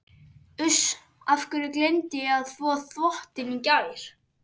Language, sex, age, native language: Icelandic, male, 11, Icelandic